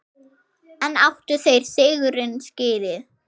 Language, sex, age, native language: Icelandic, female, 6, Icelandic